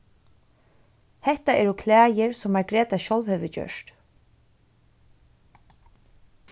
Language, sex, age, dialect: Faroese, female, 15-35, Suðurstreymoy